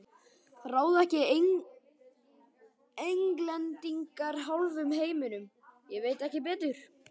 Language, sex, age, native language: Icelandic, male, 12, Icelandic